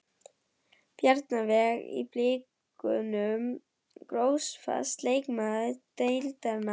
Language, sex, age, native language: Icelandic, female, 11, German